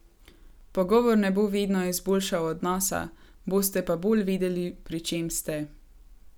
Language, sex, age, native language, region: Slovenian, female, 18-29, Slovenian, Gorenjska region